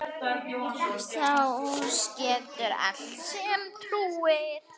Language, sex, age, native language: Icelandic, female, 9, Icelandic